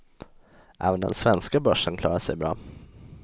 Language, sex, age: Swedish, male, 20